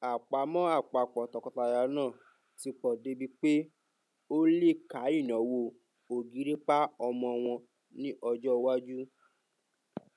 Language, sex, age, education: Yoruba, male, 30-45, tertiary